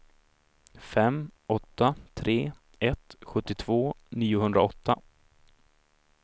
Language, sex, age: Swedish, male, 26